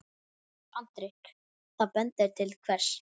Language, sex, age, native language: Icelandic, female, 10, Icelandic